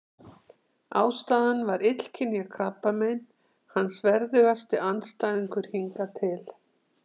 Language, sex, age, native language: Icelandic, female, 60-69, Icelandic